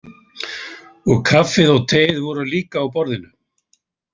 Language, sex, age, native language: Icelandic, male, 80-89, Icelandic